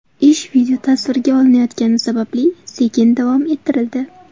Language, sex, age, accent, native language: Uzbek, female, 18-24, Toshkent viloyati, Uzbek